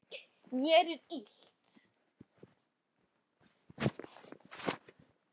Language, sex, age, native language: Icelandic, male, 10, Icelandic